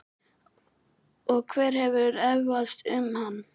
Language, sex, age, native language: Icelandic, male, 11, Icelandic